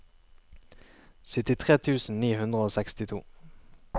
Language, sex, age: Norwegian, male, 23